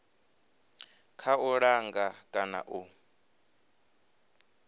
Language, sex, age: Venda, male, 23